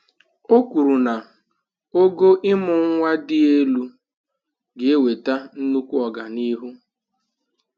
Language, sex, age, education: Igbo, male, 15-29, tertiary